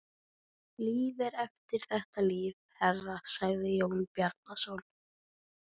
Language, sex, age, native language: Icelandic, female, 13, Icelandic